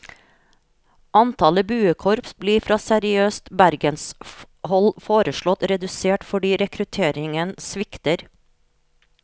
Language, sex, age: Norwegian, female, 43